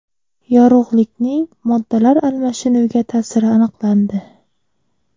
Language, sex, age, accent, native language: Uzbek, female, 25-34, Qoraqalpog'iston, Uzbek